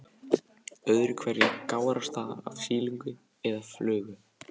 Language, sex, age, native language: Icelandic, male, 14, Icelandic